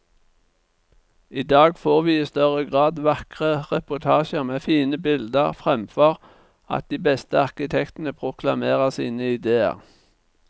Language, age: Norwegian, 49